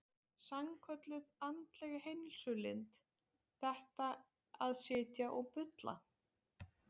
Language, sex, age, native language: Icelandic, female, 20-29, Icelandic